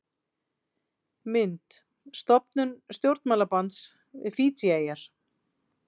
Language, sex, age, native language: Icelandic, female, 40-49, Icelandic